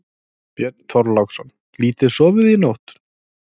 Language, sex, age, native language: Icelandic, male, 30-39, Icelandic